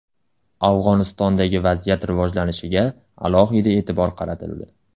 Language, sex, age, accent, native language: Uzbek, male, 18-24, Andijon, Uzbek